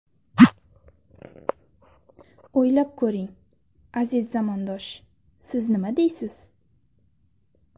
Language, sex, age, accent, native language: Uzbek, female, 19-29, Surxondaryo, Uzbek